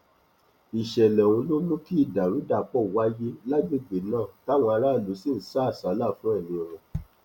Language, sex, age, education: Yoruba, male, 30-45, tertiary